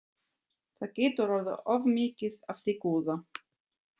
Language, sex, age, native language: Icelandic, female, 30-39, German